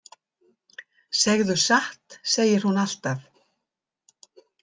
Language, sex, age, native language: Icelandic, female, 70-79, Icelandic